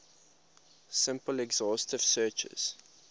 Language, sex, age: English, male, 21